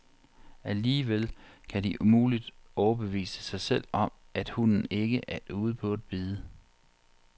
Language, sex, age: Danish, male, 40